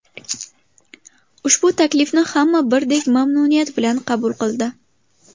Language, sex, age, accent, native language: Uzbek, female, 19-29, Buxoro, Uzbek